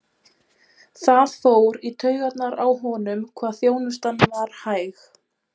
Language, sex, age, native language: Icelandic, female, 20-29, Polish